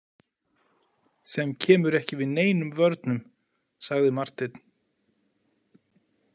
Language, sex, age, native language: Icelandic, male, 40-49, Icelandic